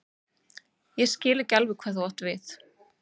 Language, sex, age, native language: Icelandic, female, 30-39, Icelandic